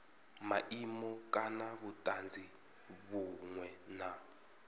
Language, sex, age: Venda, male, 33